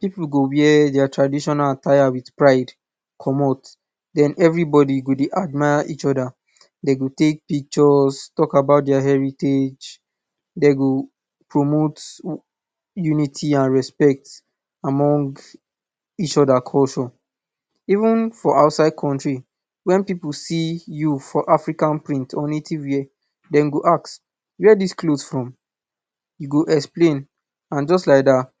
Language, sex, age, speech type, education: Nigerian Pidgin, male, 15-29, spontaneous, tertiary